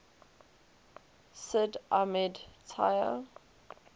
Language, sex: English, female